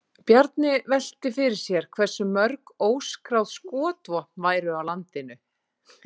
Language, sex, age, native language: Icelandic, female, 40-49, Icelandic